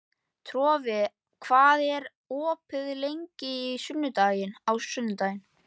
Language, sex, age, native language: Icelandic, male, 11, Icelandic